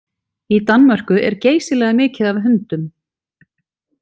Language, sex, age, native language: Icelandic, female, 40-49, Icelandic